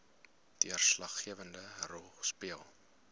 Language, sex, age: Afrikaans, male, 20